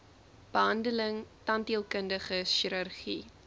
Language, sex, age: Afrikaans, female, 20